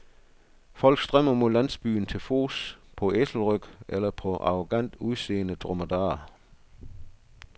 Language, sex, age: Danish, male, 62